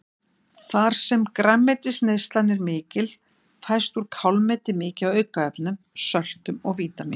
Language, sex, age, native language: Icelandic, female, 60-69, Icelandic